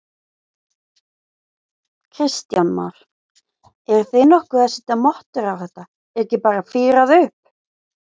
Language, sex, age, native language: Icelandic, female, 20-29, Icelandic